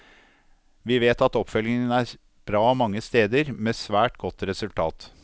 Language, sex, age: Norwegian, male, 52